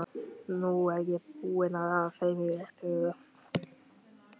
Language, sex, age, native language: Icelandic, male, 12, Icelandic